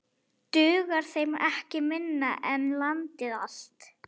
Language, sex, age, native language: Icelandic, female, 11, Icelandic